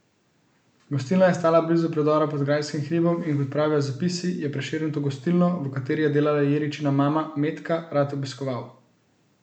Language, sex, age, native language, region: Slovenian, male, 18-29, Slovenian, Central Slovenia